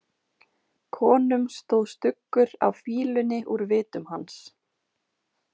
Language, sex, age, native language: Icelandic, female, 20-29, Icelandic